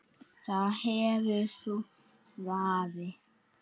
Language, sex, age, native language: Icelandic, female, 8, Icelandic